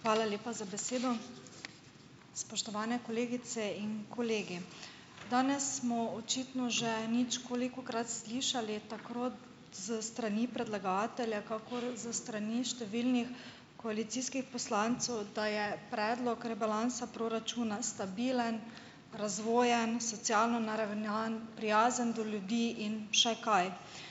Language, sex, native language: Slovenian, female, Slovenian